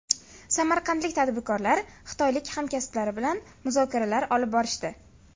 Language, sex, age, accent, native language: Uzbek, female, 18-24, Farg'ona, Uzbek